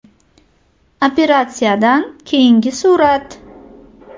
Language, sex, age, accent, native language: Uzbek, female, 25-34, Buxoro, Uzbek